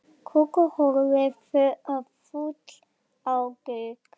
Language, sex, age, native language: Icelandic, female, 10, Icelandic